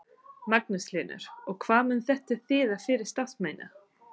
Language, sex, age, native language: Icelandic, female, 30-39, English